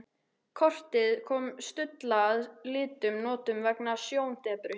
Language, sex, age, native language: Icelandic, female, 13, Icelandic